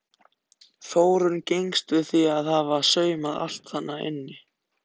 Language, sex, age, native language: Icelandic, other, 14, Icelandic